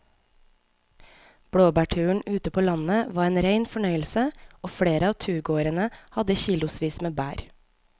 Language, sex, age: Norwegian, female, 25